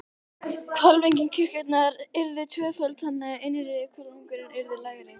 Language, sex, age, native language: Icelandic, female, 12, Icelandic